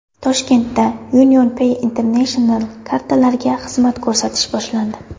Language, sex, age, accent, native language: Uzbek, female, 18-24, Surxondaryo, Uzbek